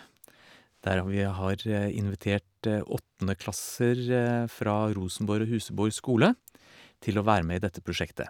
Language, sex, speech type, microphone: Norwegian, male, spontaneous, Shure